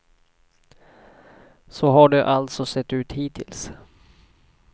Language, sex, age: Swedish, male, 40